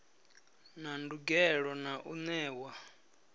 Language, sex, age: Venda, male, 34